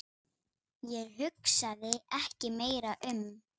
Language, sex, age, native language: Icelandic, male, 8, Icelandic